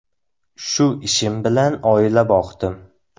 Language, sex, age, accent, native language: Uzbek, male, 18-24, Samarqand, Uzbek